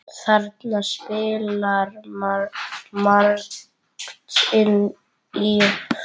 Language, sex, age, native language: Icelandic, female, 8, Icelandic